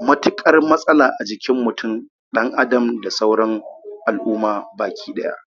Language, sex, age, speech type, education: Hausa, male, 30-45, spontaneous, tertiary